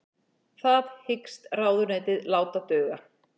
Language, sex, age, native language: Icelandic, female, 40-49, Icelandic